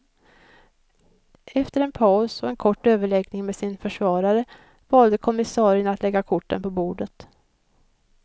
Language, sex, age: Swedish, female, 56